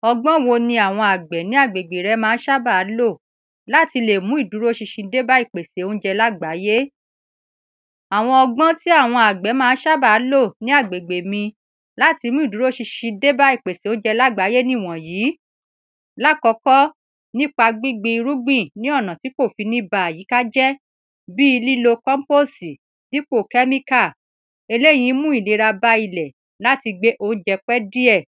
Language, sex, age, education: Yoruba, female, 30-45, secondary